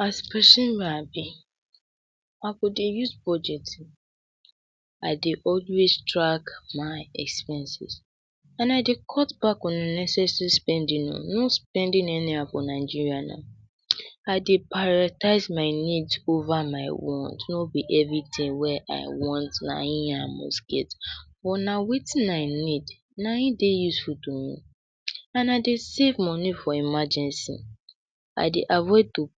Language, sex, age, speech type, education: Nigerian Pidgin, male, 46-60, spontaneous, secondary